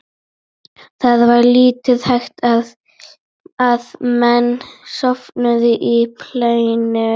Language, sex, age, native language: Icelandic, female, 12, Icelandic